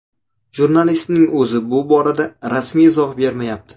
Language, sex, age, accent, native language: Uzbek, male, 18-24, Surxondaryo, Uzbek